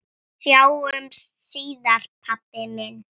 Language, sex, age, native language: Icelandic, female, 6, Icelandic